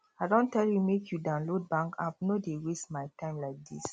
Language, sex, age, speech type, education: Nigerian Pidgin, male, 30-45, spontaneous, tertiary